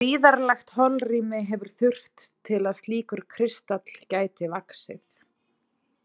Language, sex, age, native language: Icelandic, female, 30-39, Icelandic